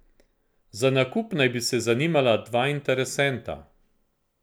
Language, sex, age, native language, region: Slovenian, male, 50-59, Slovenian, Central Slovenia